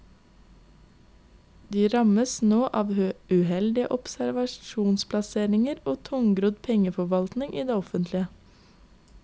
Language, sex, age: Norwegian, female, 22